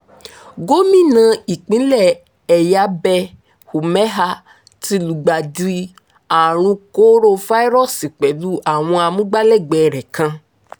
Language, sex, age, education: Yoruba, female, 15-29, tertiary